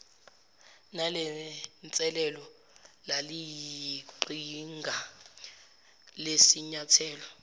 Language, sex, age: Zulu, female, 17